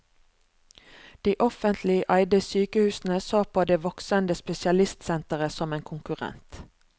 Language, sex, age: Norwegian, female, 36